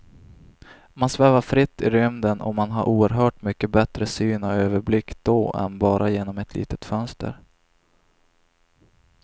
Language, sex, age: Swedish, male, 26